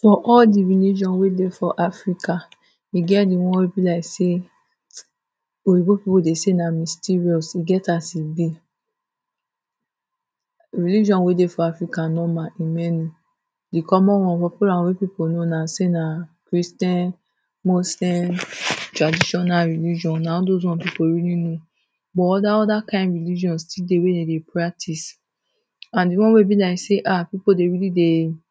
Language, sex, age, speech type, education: Nigerian Pidgin, female, 30-45, spontaneous, tertiary